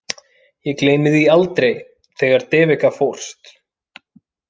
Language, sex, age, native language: Icelandic, male, 30-39, Finnish